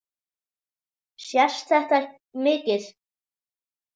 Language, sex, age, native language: Icelandic, male, 10, Icelandic